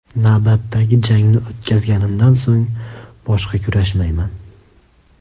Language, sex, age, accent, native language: Uzbek, male, 18-24, Andijon, Uzbek